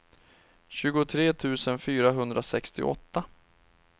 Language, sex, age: Swedish, male, 31